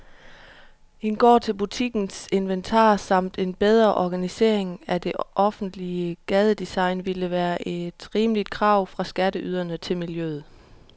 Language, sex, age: Danish, female, 31